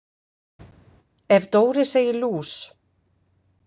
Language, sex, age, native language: Icelandic, female, 50-59, Icelandic